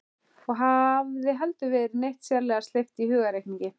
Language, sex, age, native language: Icelandic, male, 11, Icelandic